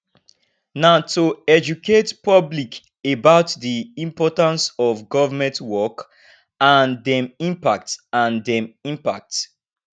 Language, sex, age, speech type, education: Nigerian Pidgin, male, 15-29, spontaneous, tertiary